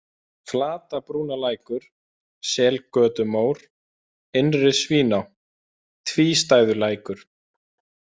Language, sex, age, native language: Icelandic, male, 20-29, Icelandic